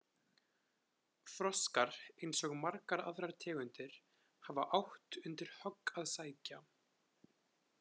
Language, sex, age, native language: Icelandic, male, 20-29, Icelandic